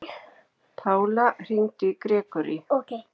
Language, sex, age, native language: Icelandic, female, 40-49, Icelandic